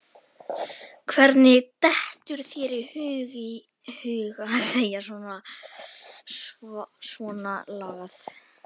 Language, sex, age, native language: Icelandic, female, 11, Icelandic